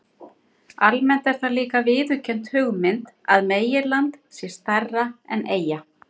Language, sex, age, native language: Icelandic, female, 60-69, Icelandic